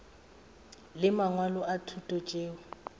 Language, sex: Northern Sotho, female